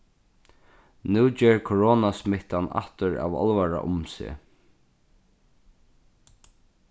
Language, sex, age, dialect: Faroese, male, 36-60, Norðurstreymoy/Eysturoy